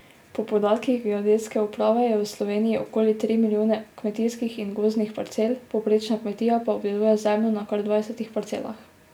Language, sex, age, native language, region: Slovenian, female, 18-29, Slovenian, Drava region